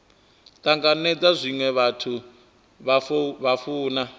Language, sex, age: Venda, male, 23